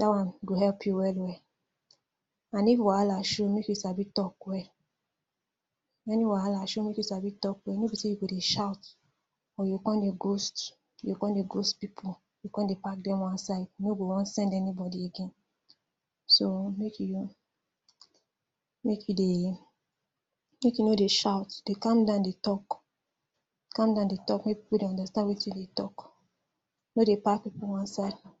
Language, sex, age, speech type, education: Nigerian Pidgin, female, 46-60, spontaneous, tertiary